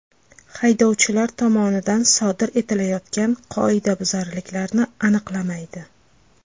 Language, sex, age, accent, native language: Uzbek, female, 25-34, Farg'ona, Uzbek